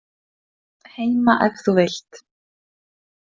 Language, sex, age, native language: Icelandic, female, 20-29, Icelandic